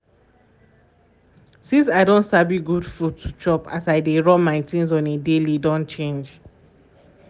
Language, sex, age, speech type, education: Nigerian Pidgin, female, 15-29, spontaneous, tertiary